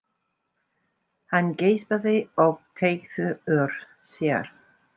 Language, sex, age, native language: Icelandic, female, 60-69, English